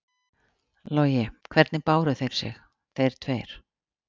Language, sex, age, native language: Icelandic, female, 40-49, Icelandic